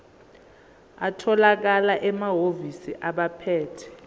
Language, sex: Zulu, female